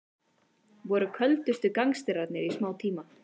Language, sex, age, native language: Icelandic, female, 18-19, Icelandic